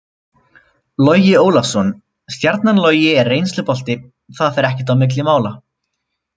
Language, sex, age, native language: Icelandic, male, 20-29, Icelandic